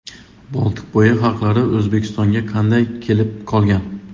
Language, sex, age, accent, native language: Uzbek, male, 25-34, Xorazm, Uzbek